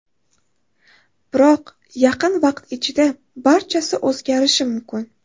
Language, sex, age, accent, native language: Uzbek, female, 18-24, Toshkent shahri, Uzbek